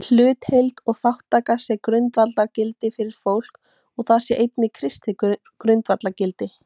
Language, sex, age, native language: Icelandic, female, 18-19, Icelandic